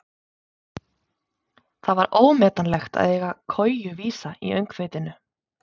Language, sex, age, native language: Icelandic, female, 30-39, Icelandic